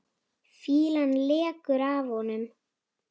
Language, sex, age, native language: Icelandic, female, 9, Icelandic